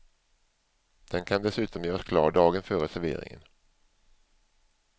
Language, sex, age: Swedish, male, 47